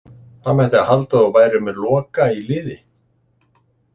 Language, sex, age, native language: Icelandic, male, 60-69, Icelandic